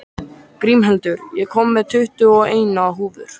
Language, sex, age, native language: Icelandic, male, 13, Icelandic